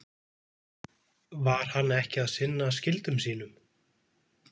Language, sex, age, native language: Icelandic, male, 20-29, Icelandic